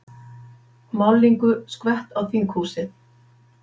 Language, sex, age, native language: Icelandic, female, 50-59, Icelandic